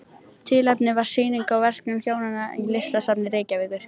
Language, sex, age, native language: Icelandic, female, 13, Icelandic